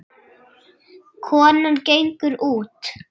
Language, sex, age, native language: Icelandic, male, 7, Icelandic